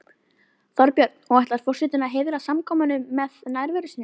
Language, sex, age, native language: Icelandic, female, 11, Icelandic